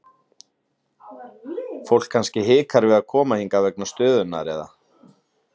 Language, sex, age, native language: Icelandic, male, 30-39, Icelandic